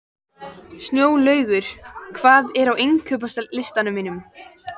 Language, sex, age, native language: Icelandic, female, 14, Icelandic